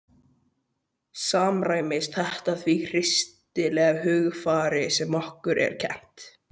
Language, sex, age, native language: Icelandic, male, 12, Icelandic